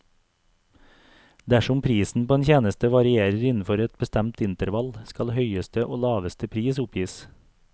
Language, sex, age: Norwegian, male, 42